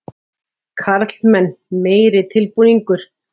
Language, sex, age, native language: Icelandic, female, 40-49, Icelandic